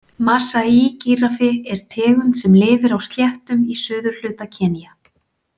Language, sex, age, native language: Icelandic, female, 40-49, Icelandic